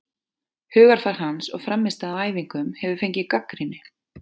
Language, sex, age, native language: Icelandic, female, 40-49, Icelandic